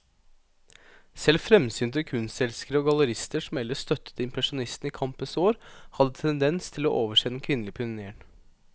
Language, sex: Norwegian, male